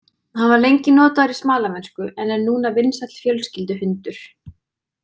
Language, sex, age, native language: Icelandic, female, 20-29, Icelandic